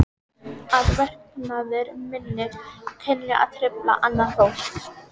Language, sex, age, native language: Icelandic, female, 14, Icelandic